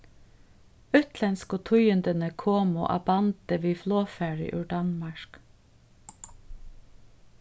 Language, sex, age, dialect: Faroese, female, 36-60, Suðurstreymoy